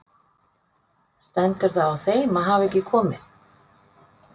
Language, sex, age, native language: Icelandic, female, 50-59, Icelandic